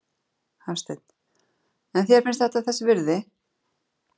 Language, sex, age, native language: Icelandic, female, 30-39, Icelandic